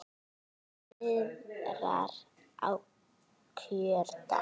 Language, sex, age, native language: Icelandic, female, 9, Icelandic